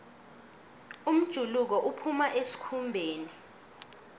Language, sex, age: South Ndebele, female, 22